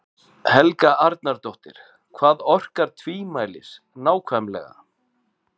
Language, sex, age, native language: Icelandic, male, 40-49, Icelandic